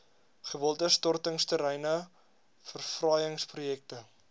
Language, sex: Afrikaans, male